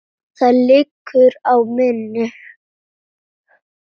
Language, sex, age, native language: Icelandic, female, 9, Icelandic